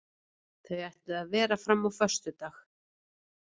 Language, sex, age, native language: Icelandic, female, 50-59, Icelandic